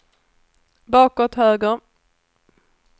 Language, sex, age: Swedish, female, 29